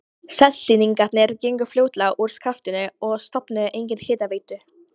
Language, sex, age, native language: Icelandic, female, 14, Polish